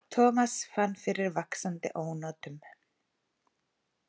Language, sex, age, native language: Icelandic, female, 40-49, Icelandic